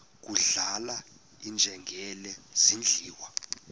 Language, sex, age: Xhosa, male, 18